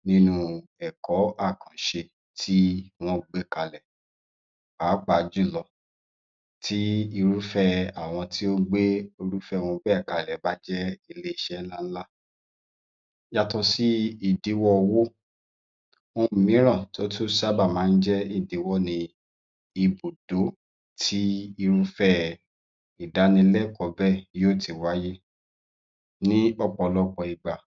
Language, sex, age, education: Yoruba, male, 30-45, tertiary